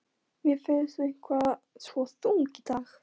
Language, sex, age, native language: Icelandic, female, 13, Polish